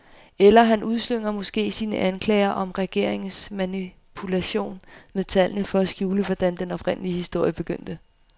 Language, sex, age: Danish, female, 25